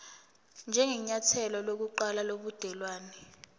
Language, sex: Zulu, female